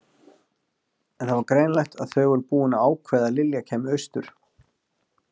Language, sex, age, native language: Icelandic, male, 40-49, Icelandic